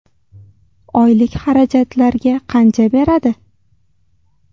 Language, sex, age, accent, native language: Uzbek, female, 19-29, Toshkent shahri, Uzbek